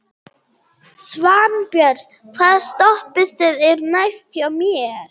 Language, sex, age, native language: Icelandic, female, 30-39, German